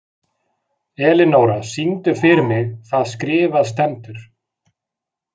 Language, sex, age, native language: Icelandic, male, 40-49, Icelandic